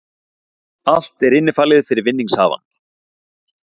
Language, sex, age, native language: Icelandic, male, 40-49, Icelandic